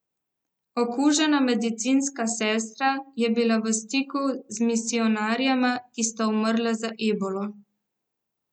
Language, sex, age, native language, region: Slovenian, female, 18-29, Slovenian, Central Slovenia